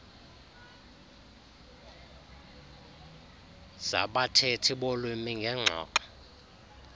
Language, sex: Xhosa, male